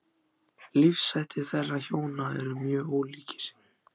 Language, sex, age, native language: Icelandic, other, 14, Icelandic